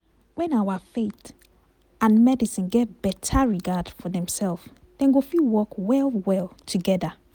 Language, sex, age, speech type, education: Nigerian Pidgin, female, 30-45, spontaneous, tertiary